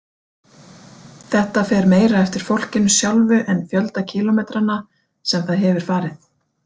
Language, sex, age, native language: Icelandic, female, 40-49, Icelandic